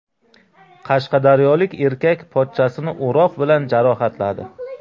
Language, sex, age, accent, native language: Uzbek, male, 35+, Qashqadaryo, Uzbek